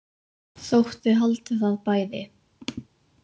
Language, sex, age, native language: Icelandic, female, 20-29, Icelandic